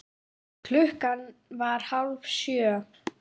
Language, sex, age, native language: Icelandic, female, 9, Icelandic